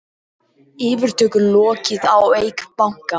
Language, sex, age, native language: Icelandic, male, 18-19, Icelandic